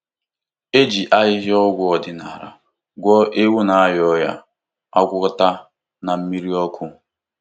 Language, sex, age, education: Igbo, male, 15-29, tertiary